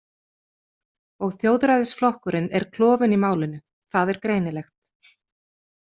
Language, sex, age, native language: Icelandic, female, 40-49, Icelandic